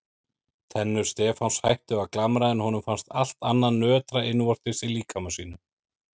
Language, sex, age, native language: Icelandic, male, 30-39, Icelandic